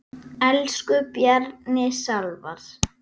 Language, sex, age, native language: Icelandic, female, 8, Icelandic